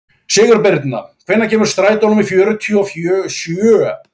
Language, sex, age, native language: Icelandic, male, 40-49, Icelandic